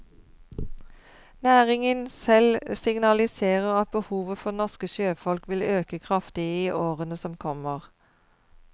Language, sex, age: Norwegian, female, 52